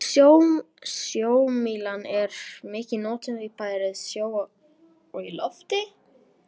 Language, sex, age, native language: Icelandic, female, 18-19, Icelandic